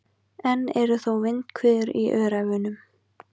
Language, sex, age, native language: Icelandic, female, 20-29, Icelandic